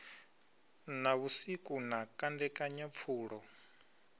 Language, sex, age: Venda, male, 22